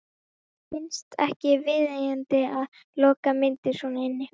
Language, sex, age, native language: Icelandic, female, 12, Icelandic